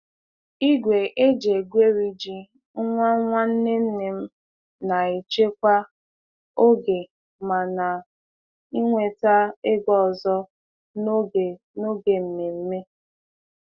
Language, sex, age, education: Igbo, female, 15-29, tertiary